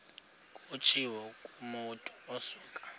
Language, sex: Xhosa, male